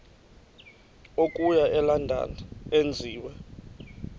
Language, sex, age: Xhosa, female, 28